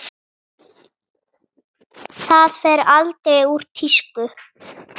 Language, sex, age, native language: Icelandic, female, 9, Icelandic